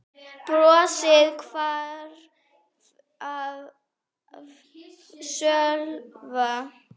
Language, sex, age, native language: Icelandic, female, 8, Icelandic